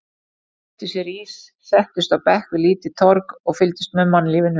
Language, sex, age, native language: Icelandic, female, 40-49, Icelandic